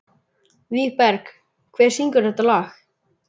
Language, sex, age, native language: Icelandic, male, 11, Icelandic